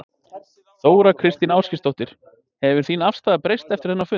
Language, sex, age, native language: Icelandic, male, 20-29, Icelandic